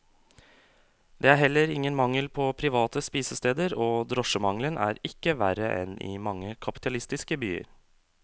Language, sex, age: Norwegian, male, 27